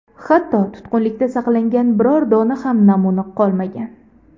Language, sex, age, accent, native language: Uzbek, female, 18-24, Andijon, Uzbek